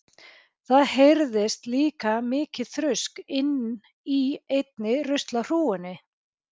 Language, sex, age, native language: Icelandic, female, 40-49, Icelandic